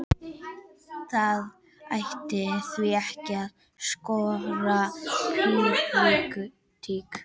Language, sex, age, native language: Icelandic, female, 11, Icelandic